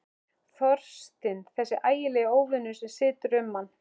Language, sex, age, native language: Icelandic, male, 11, Icelandic